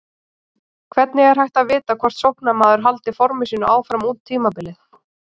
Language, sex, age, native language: Icelandic, female, 30-39, Icelandic